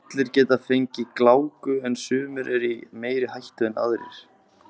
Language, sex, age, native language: Icelandic, male, 20-29, Icelandic